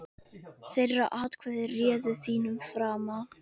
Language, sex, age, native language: Icelandic, male, 10, Icelandic